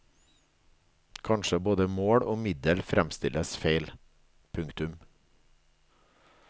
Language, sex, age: Norwegian, male, 37